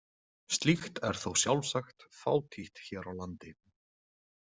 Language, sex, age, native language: Icelandic, male, 20-29, Icelandic